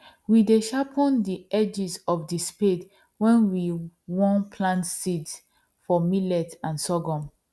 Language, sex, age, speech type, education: Nigerian Pidgin, female, 15-29, spontaneous, tertiary